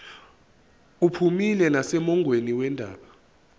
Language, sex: Zulu, male